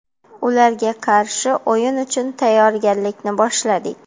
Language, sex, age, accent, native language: Uzbek, female, 25-34, Xorazm, Uzbek